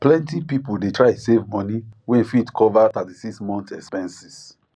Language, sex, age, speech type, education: Nigerian Pidgin, male, 30-45, spontaneous, tertiary